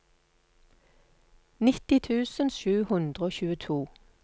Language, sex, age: Norwegian, female, 48